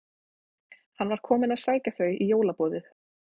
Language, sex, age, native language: Icelandic, female, 20-29, Icelandic